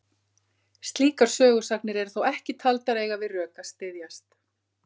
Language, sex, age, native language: Icelandic, female, 50-59, Icelandic